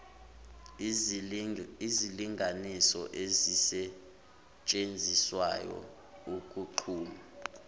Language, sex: Zulu, male